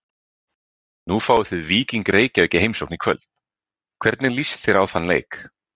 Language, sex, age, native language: Icelandic, male, 20-29, Icelandic